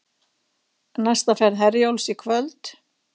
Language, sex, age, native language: Icelandic, female, 60-69, Icelandic